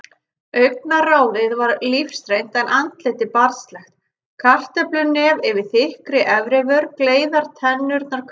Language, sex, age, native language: Icelandic, female, 30-39, Icelandic